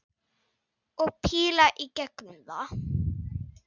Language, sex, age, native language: Icelandic, female, 9, Icelandic